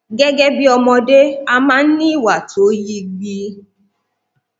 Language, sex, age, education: Yoruba, female, 30-45, tertiary